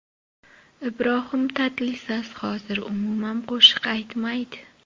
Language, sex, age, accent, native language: Uzbek, female, 25-34, Toshkent shahri, Uzbek